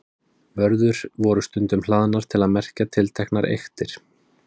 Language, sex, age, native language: Icelandic, male, 30-39, Icelandic